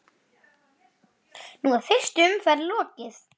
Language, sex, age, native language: Icelandic, female, 7, Icelandic